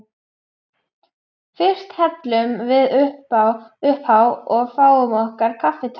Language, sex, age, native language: Icelandic, female, 11, Icelandic